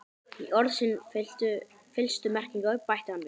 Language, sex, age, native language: Icelandic, male, 11, Icelandic